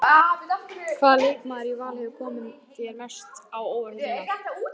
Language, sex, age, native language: Icelandic, female, 18-19, Icelandic